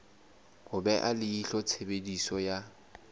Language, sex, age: Southern Sotho, male, 19